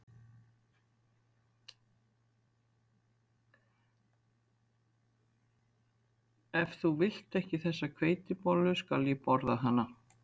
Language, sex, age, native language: Icelandic, female, 60-69, Icelandic